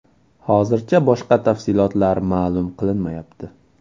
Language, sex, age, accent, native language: Uzbek, male, 18-24, Toshkent viloyati, Uzbek